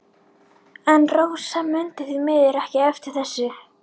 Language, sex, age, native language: Icelandic, female, 11, Icelandic